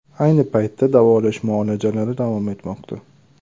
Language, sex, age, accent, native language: Uzbek, male, 25-34, Farg'ona, Uzbek